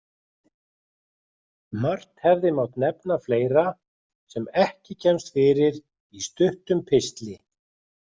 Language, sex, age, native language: Icelandic, male, 40-49, Icelandic